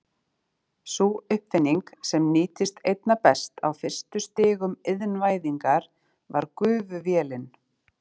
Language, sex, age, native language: Icelandic, female, 30-39, Icelandic